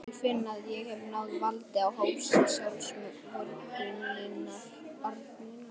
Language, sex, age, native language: Icelandic, male, 11, Icelandic